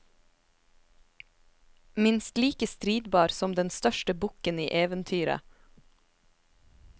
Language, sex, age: Norwegian, female, 27